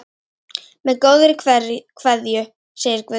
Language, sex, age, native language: Icelandic, female, 10, Icelandic